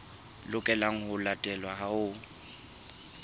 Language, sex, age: Southern Sotho, male, 21